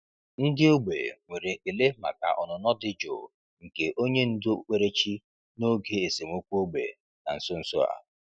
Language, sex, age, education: Igbo, male, 30-45, tertiary